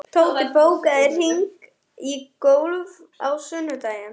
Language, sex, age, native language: Icelandic, female, 11, German